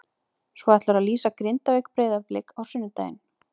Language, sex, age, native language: Icelandic, female, 30-39, Icelandic